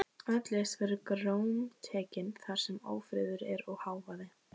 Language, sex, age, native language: Icelandic, female, 15, Icelandic